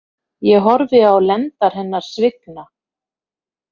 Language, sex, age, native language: Icelandic, female, 50-59, Icelandic